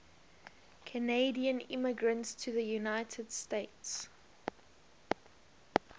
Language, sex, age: English, female, 20